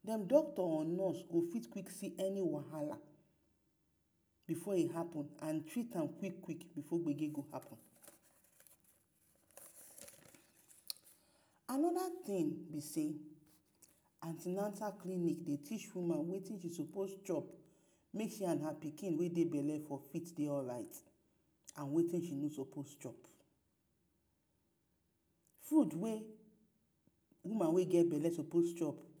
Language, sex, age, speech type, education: Nigerian Pidgin, female, 30-45, spontaneous, tertiary